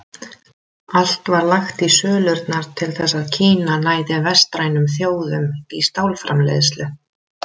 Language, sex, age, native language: Icelandic, female, 30-39, Icelandic